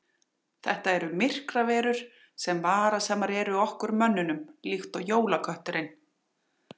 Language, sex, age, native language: Icelandic, female, 40-49, Icelandic